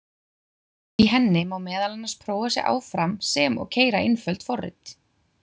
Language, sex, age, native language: Icelandic, female, 20-29, Icelandic